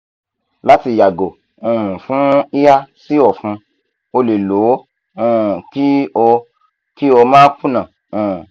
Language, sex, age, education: Yoruba, male, 15-29, tertiary